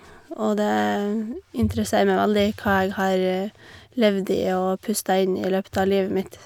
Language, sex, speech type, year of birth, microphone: Norwegian, female, spontaneous, 1989, Shure